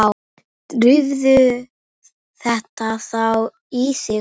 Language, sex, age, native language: Icelandic, female, 9, Icelandic